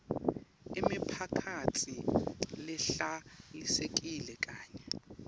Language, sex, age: Swati, male, 19